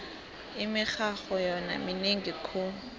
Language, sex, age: South Ndebele, female, 18